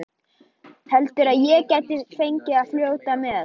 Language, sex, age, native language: Icelandic, male, 13, Icelandic